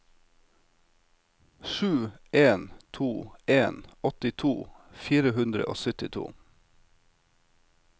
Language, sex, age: Norwegian, male, 36